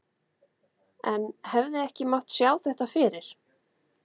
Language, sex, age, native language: Icelandic, female, 30-39, Icelandic